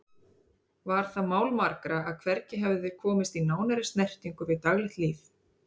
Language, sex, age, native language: Icelandic, female, 30-39, Icelandic